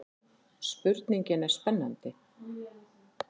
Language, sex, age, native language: Icelandic, female, 40-49, Icelandic